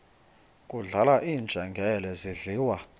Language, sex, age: Xhosa, male, 21